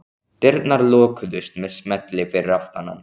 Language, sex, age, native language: Icelandic, male, 14, Icelandic